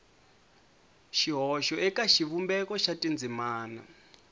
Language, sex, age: Tsonga, male, 22